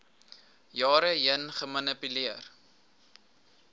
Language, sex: Afrikaans, male